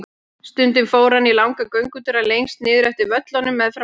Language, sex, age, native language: Icelandic, female, 30-39, Icelandic